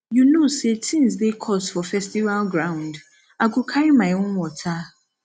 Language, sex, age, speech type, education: Nigerian Pidgin, female, 15-29, spontaneous, tertiary